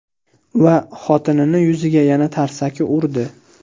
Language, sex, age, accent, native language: Uzbek, male, 18-24, Andijon, Uzbek